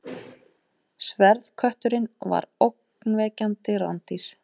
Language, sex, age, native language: Icelandic, female, 18-19, Icelandic